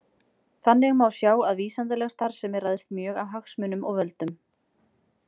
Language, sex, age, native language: Icelandic, female, 20-29, Icelandic